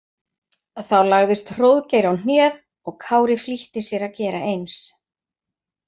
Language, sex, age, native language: Icelandic, female, 50-59, Icelandic